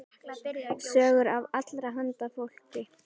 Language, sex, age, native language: Icelandic, male, 10, Icelandic